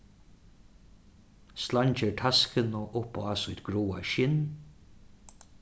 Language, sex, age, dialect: Faroese, male, 36-60, Suðuroy